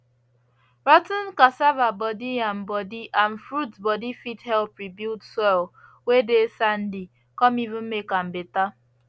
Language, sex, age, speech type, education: Nigerian Pidgin, female, 15-29, spontaneous, secondary